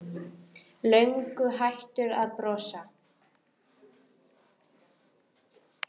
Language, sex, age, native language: Icelandic, female, 10, Icelandic